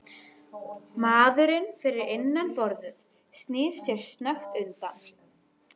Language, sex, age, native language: Icelandic, female, 12, Icelandic